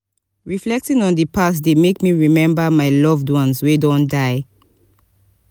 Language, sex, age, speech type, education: Nigerian Pidgin, female, 30-45, spontaneous, tertiary